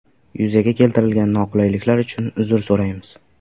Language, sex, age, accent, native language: Uzbek, male, 18-24, Sirdaryo, Uzbek